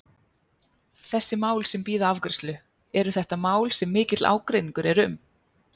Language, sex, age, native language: Icelandic, female, 30-39, Icelandic